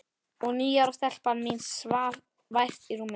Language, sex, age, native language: Icelandic, male, 11, Icelandic